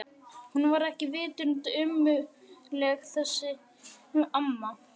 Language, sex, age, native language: Icelandic, male, 11, Icelandic